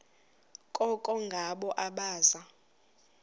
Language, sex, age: Xhosa, female, 24